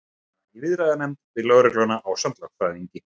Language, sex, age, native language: Icelandic, male, 30-39, Icelandic